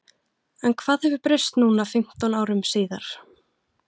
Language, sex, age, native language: Icelandic, female, 20-29, Icelandic